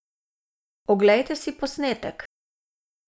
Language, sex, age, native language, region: Slovenian, female, 60+, Slovenian, Savinja region